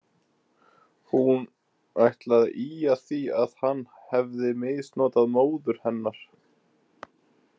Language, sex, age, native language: Icelandic, male, 20-29, Icelandic